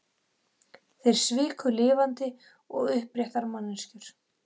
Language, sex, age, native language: Icelandic, female, 12, Icelandic